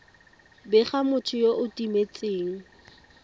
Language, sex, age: Tswana, female, 18